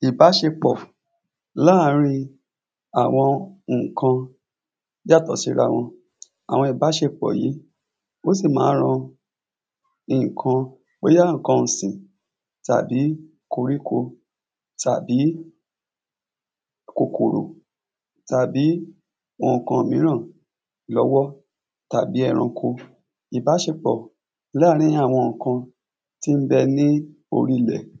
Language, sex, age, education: Yoruba, male, 30-45, secondary